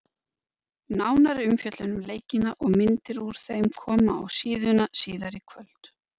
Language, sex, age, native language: Icelandic, female, 50-59, Icelandic